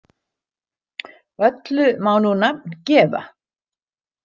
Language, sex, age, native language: Icelandic, female, 60-69, Icelandic